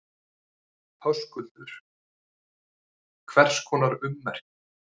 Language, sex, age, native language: Icelandic, male, 30-39, Icelandic